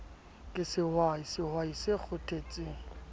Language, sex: Southern Sotho, male